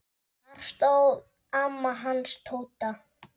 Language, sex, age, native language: Icelandic, male, 8, Icelandic